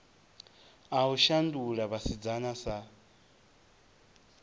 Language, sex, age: Venda, male, 23